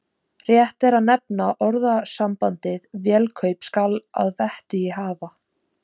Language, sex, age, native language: Icelandic, female, 17, Icelandic